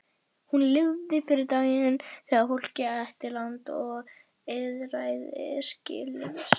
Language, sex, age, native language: Icelandic, female, 40-49, Icelandic